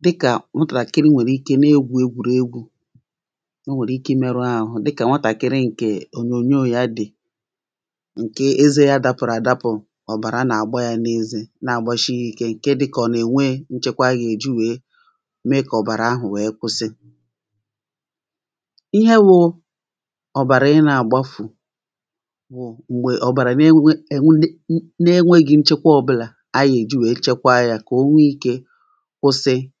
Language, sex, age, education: Igbo, female, 30-45, primary